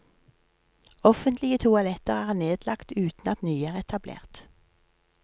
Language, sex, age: Norwegian, female, 53